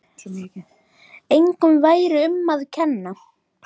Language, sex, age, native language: Icelandic, male, 10, Icelandic